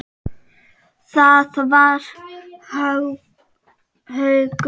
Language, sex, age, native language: Icelandic, male, 5, Czech